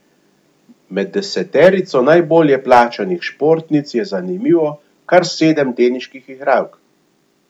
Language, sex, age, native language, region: Slovenian, male, 50-59, Slovenian, Gorenjska region